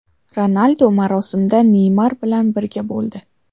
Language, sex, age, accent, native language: Uzbek, female, 12-17, Samarqand, Uzbek